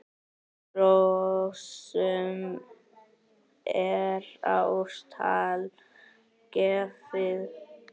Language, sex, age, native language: Icelandic, male, 9, Icelandic